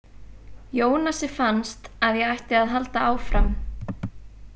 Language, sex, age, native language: Icelandic, female, 20-29, Icelandic